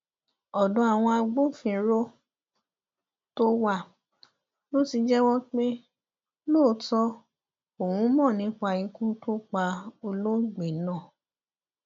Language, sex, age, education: Yoruba, female, 15-29, tertiary